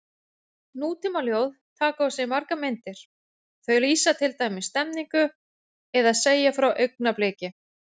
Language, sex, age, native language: Icelandic, female, 40-49, Icelandic